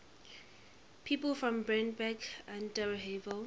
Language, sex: English, female